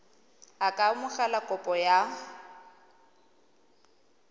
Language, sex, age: Tswana, female, 20